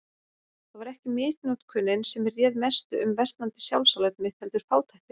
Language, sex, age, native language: Icelandic, female, 30-39, Icelandic